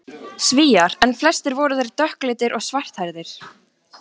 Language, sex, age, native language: Icelandic, female, 14, Icelandic